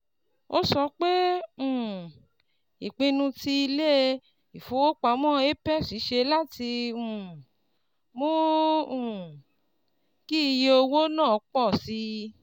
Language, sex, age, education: Yoruba, female, 30-45, tertiary